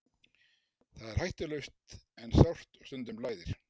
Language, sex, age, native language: Icelandic, male, 60-69, Icelandic